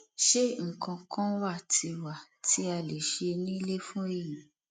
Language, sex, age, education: Yoruba, female, 15-29, tertiary